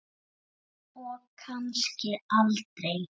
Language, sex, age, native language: Icelandic, male, 7, Icelandic